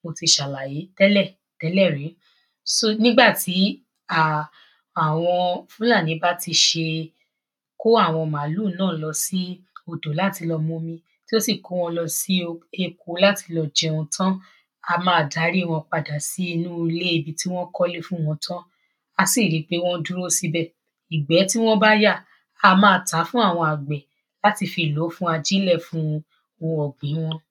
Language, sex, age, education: Yoruba, female, 15-29, secondary